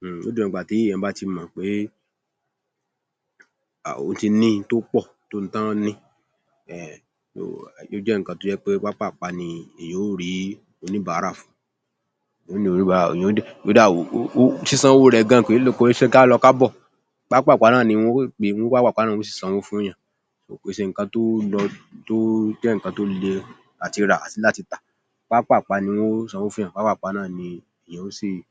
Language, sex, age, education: Yoruba, male, 30-45, tertiary